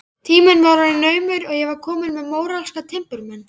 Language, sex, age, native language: Icelandic, male, 11, Icelandic